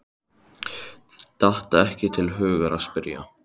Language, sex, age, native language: Icelandic, male, 13, Icelandic